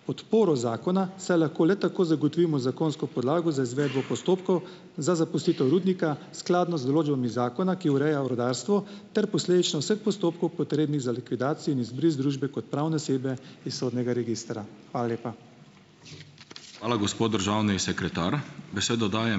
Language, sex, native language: Slovenian, male, Slovenian